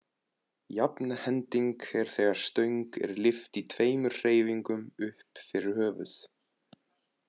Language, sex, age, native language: Icelandic, male, 20-29, Icelandic